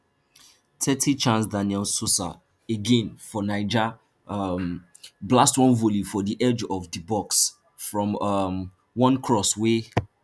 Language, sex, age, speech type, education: Nigerian Pidgin, male, 15-29, spontaneous, tertiary